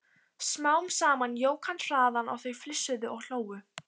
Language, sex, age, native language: Icelandic, female, 15, Icelandic